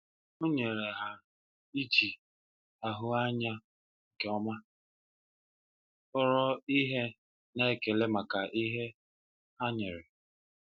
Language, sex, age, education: Igbo, male, 15-29, tertiary